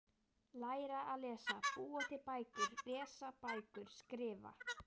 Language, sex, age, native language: Icelandic, female, 12, Icelandic